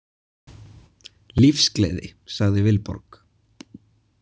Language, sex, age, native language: Icelandic, male, 20-29, Icelandic